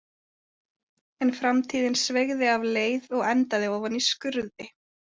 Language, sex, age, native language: Icelandic, female, 20-29, Icelandic